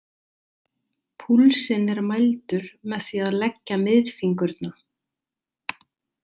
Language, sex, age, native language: Icelandic, female, 30-39, Icelandic